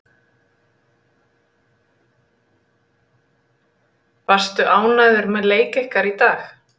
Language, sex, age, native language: Icelandic, female, 30-39, Icelandic